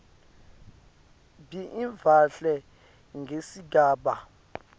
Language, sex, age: Swati, male, 22